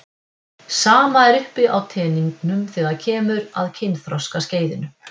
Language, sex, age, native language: Icelandic, female, 50-59, Icelandic